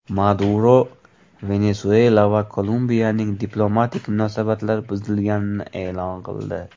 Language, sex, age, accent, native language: Uzbek, male, 18-24, Farg'ona, Uzbek